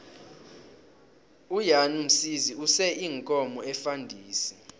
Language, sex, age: South Ndebele, male, 18